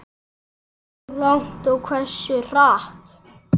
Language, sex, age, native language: Icelandic, male, 8, Icelandic